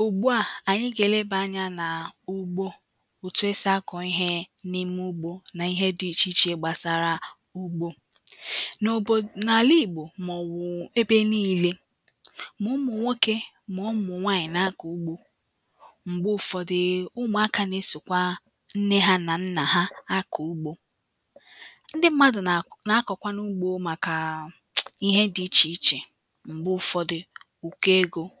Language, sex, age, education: Igbo, female, 15-29, tertiary